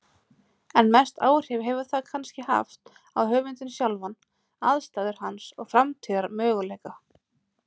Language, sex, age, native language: Icelandic, female, 30-39, Icelandic